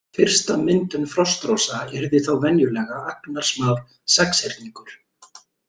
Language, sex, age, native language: Icelandic, male, 40-49, Icelandic